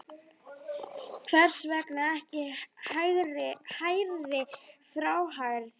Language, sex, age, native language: Icelandic, female, 9, Icelandic